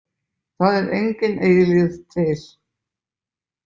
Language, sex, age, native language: Icelandic, male, 20-29, Icelandic